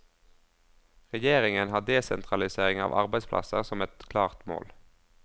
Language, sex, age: Norwegian, male, 22